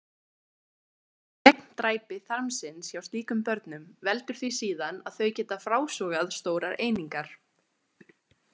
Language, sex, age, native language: Icelandic, female, 20-29, Icelandic